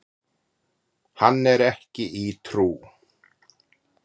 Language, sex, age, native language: Icelandic, male, 40-49, Icelandic